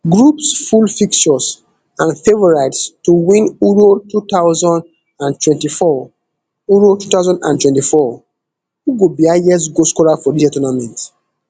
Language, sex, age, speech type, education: Nigerian Pidgin, male, 15-29, spontaneous, tertiary